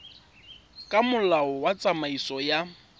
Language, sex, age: Tswana, male, 24